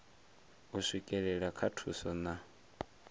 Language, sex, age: Venda, male, 23